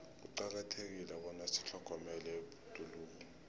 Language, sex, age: South Ndebele, male, 20